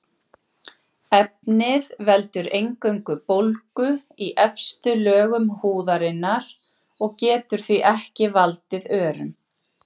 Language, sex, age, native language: Icelandic, female, 40-49, Icelandic